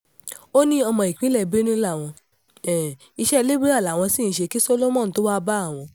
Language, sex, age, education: Yoruba, female, 15-29, tertiary